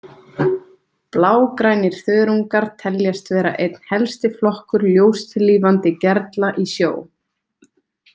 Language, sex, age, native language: Icelandic, female, 20-29, Icelandic